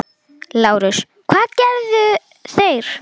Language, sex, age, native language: Icelandic, female, 9, Icelandic